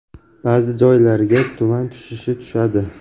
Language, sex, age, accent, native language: Uzbek, male, 18-24, Toshkent shahri, Uzbek